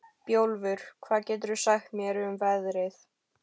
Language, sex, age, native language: Icelandic, female, 12, Icelandic